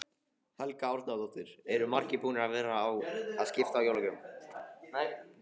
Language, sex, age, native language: Icelandic, male, 15, Icelandic